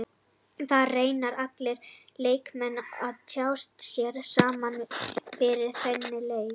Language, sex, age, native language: Icelandic, male, 30-39, Icelandic